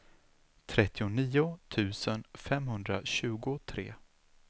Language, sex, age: Swedish, male, 36